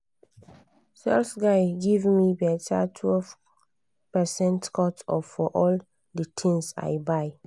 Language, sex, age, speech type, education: Nigerian Pidgin, female, 15-29, spontaneous, tertiary